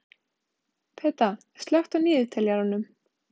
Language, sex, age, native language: Icelandic, female, 20-29, Icelandic